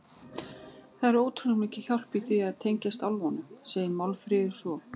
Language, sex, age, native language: Icelandic, female, 40-49, Icelandic